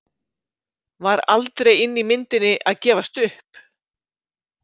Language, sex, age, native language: Icelandic, female, 50-59, Icelandic